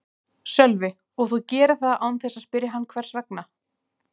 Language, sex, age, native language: Icelandic, female, 30-39, Icelandic